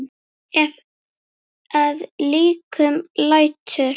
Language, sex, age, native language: Icelandic, female, 8, Icelandic